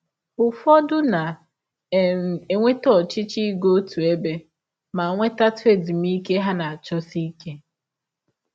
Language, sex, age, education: Igbo, female, 15-29, tertiary